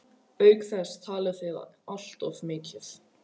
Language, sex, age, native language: Icelandic, male, 12, Icelandic